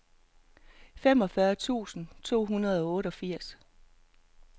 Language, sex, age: Danish, female, 48